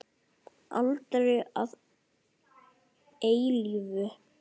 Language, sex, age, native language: Icelandic, male, 9, Icelandic